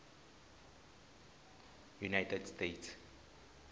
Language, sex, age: Tsonga, male, 20